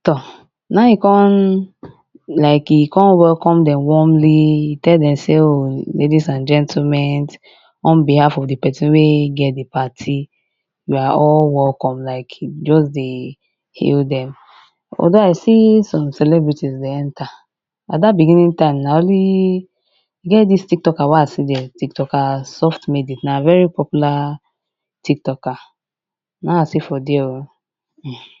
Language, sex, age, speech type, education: Nigerian Pidgin, female, 15-29, spontaneous, tertiary